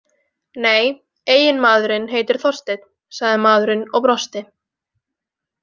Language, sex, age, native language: Icelandic, female, 20-29, Icelandic